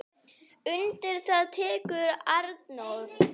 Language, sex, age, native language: Icelandic, female, 9, Icelandic